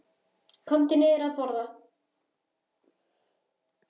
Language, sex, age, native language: Icelandic, female, 10, Icelandic